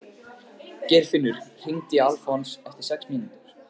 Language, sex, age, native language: Icelandic, male, 15, Icelandic